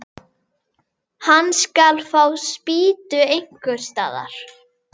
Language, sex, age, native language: Icelandic, female, 11, Icelandic